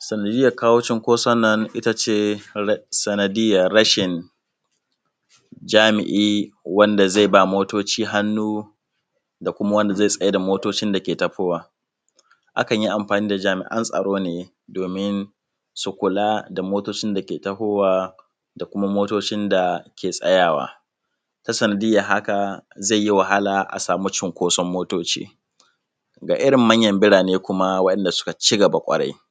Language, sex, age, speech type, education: Hausa, male, 15-29, spontaneous, primary